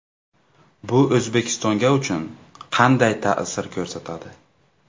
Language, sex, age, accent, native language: Uzbek, male, 18-24, Navoiy, Uzbek